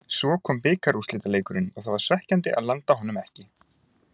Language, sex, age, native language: Icelandic, male, 20-29, Icelandic